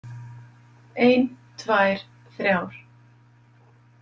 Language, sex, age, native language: Icelandic, female, 50-59, Icelandic